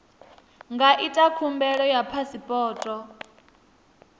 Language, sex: Venda, female